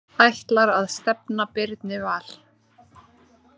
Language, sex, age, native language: Icelandic, female, 30-39, Icelandic